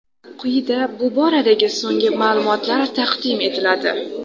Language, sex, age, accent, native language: Uzbek, female, under 19, Xorazm, Uzbek